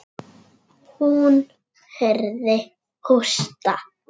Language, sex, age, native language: Icelandic, male, 6, Icelandic